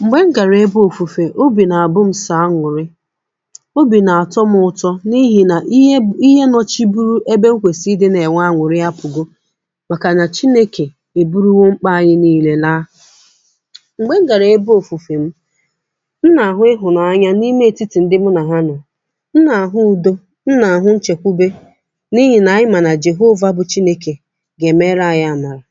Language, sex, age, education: Igbo, female, 15-29, secondary